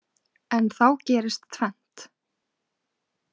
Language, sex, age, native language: Icelandic, female, 20-29, Icelandic